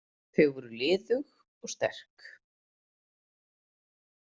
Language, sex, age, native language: Icelandic, female, 30-39, Icelandic